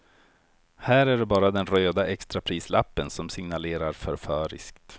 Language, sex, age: Swedish, male, 43